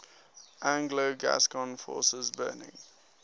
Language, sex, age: English, male, 19